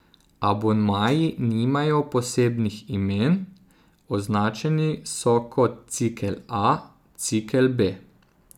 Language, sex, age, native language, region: Slovenian, male, 30-49, Slovenian, Zasavska region